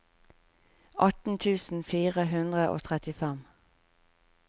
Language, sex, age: Norwegian, female, 45